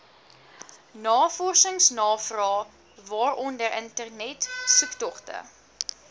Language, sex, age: Afrikaans, female, 19